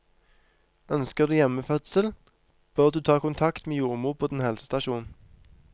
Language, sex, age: Norwegian, male, 23